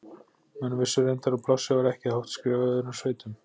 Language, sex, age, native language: Icelandic, male, 40-49, Icelandic